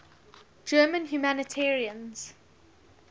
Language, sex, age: English, female, 19